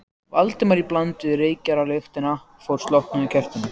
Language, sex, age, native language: Icelandic, other, 14, Icelandic